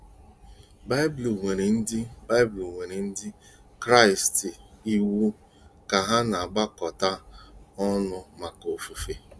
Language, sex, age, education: Igbo, male, 30-45, tertiary